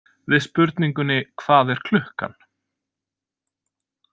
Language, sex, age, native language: Icelandic, male, 20-29, Icelandic